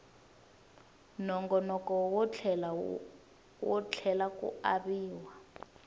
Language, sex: Tsonga, female